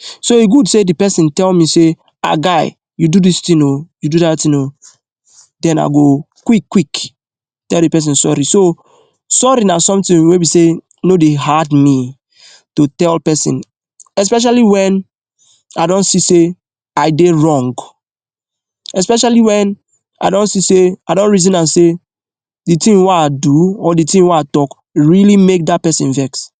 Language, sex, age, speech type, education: Nigerian Pidgin, male, 15-29, spontaneous, tertiary